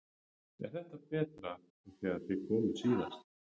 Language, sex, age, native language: Icelandic, male, 30-39, Icelandic